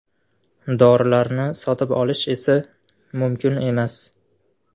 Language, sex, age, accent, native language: Uzbek, male, 18-24, Farg'ona, Uzbek